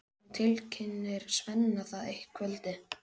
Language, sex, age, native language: Icelandic, male, 11, Icelandic